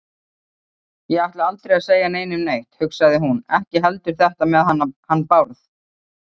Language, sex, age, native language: Icelandic, female, 30-39, Icelandic